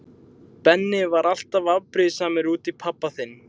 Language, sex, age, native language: Icelandic, male, 20-29, Icelandic